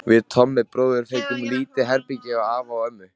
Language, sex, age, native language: Icelandic, male, 13, Icelandic